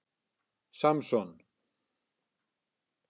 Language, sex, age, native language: Icelandic, male, 60-69, Icelandic